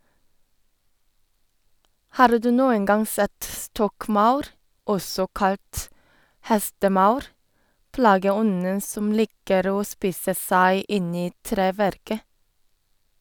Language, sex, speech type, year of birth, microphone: Norwegian, female, read, 1989, Sennheiser